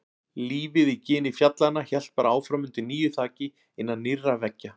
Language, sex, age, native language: Icelandic, male, 40-49, Icelandic